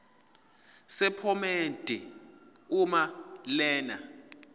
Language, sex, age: Zulu, male, 22